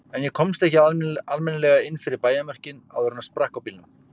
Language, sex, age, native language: Icelandic, male, 50-59, Icelandic